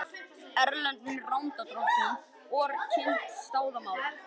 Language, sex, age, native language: Icelandic, female, 50-59, Icelandic